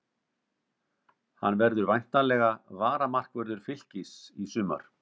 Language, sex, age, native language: Icelandic, male, 50-59, Icelandic